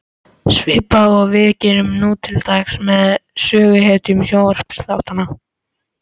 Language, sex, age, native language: Icelandic, male, 14, Icelandic